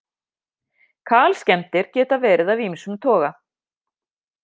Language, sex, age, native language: Icelandic, female, 50-59, Icelandic